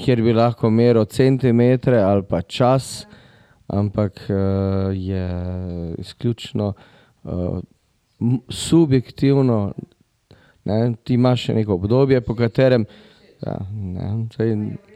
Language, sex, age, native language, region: Slovenian, male, 50-59, Slovenian, Drava region